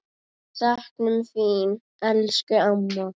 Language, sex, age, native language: Icelandic, female, 10, Icelandic